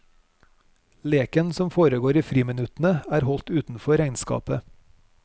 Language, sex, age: Norwegian, male, 41